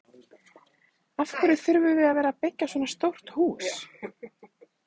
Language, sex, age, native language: Icelandic, female, 30-39, Icelandic